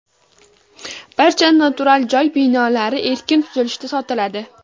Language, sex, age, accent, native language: Uzbek, female, 18-24, Farg'ona, Uzbek